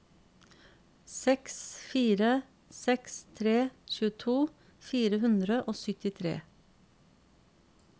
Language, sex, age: Norwegian, female, 50